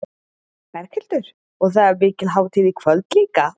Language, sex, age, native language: Icelandic, female, 30-39, Icelandic